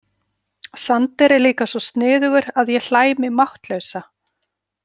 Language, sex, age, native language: Icelandic, female, 40-49, Icelandic